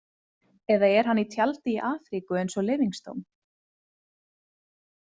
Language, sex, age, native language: Icelandic, female, 20-29, Icelandic